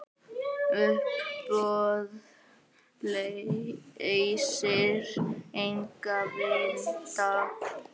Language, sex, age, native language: Icelandic, male, 9, Icelandic